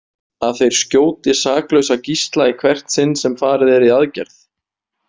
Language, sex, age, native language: Icelandic, male, 20-29, Icelandic